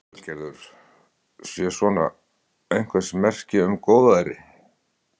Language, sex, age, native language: Icelandic, male, 60-69, Icelandic